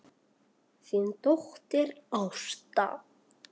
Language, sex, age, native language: Icelandic, male, 8, Icelandic